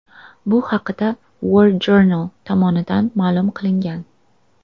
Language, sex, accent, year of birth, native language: Uzbek, female, Toshkent viloyati, 2000, Uzbek